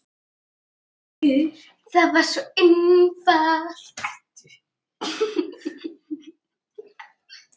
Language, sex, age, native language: Icelandic, male, 9, Icelandic